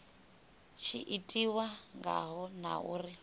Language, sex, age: Venda, female, 18